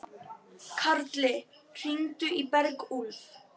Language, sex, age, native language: Icelandic, female, 12, Icelandic